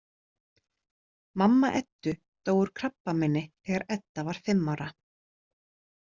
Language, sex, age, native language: Icelandic, female, 30-39, Icelandic